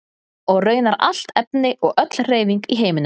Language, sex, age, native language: Icelandic, female, 30-39, Icelandic